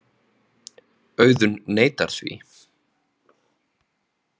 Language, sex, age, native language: Icelandic, male, 30-39, Icelandic